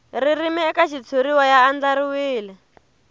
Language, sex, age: Tsonga, female, 22